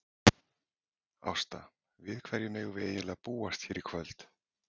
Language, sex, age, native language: Icelandic, male, 40-49, Icelandic